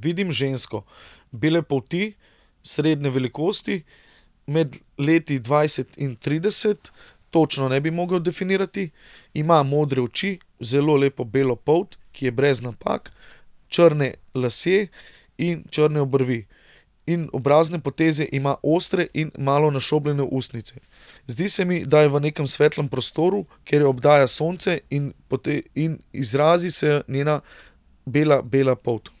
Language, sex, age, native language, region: Slovenian, male, 30-49, Slovenian, Central Slovenia